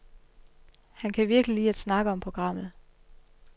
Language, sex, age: Danish, female, 31